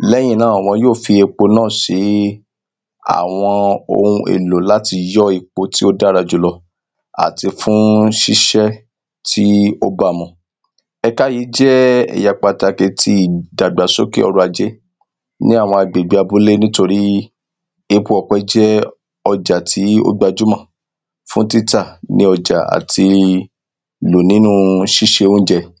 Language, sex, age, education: Yoruba, male, 30-45, secondary